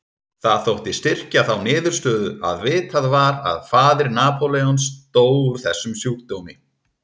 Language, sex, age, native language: Icelandic, male, 30-39, Icelandic